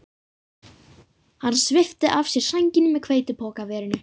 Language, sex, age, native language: Icelandic, female, 50-59, Icelandic